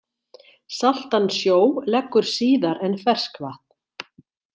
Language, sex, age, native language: Icelandic, female, 60-69, Icelandic